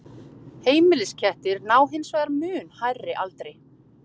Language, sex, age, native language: Icelandic, female, 30-39, Icelandic